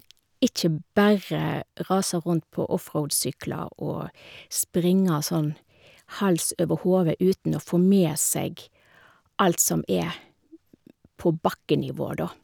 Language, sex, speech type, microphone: Norwegian, female, spontaneous, Shure